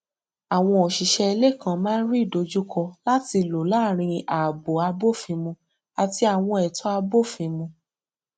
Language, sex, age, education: Yoruba, female, 15-29, tertiary